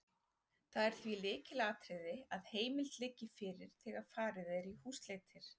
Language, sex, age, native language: Icelandic, female, 40-49, Icelandic